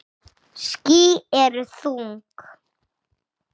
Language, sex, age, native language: Icelandic, female, 6, Icelandic